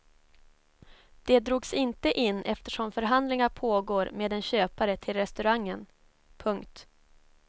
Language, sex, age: Swedish, female, 24